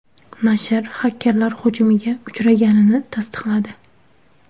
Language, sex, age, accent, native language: Uzbek, female, 19-29, Surxondaryo, Uzbek